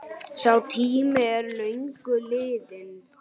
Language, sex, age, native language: Icelandic, male, 8, Icelandic